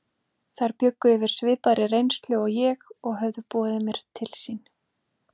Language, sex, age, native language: Icelandic, female, 20-29, Icelandic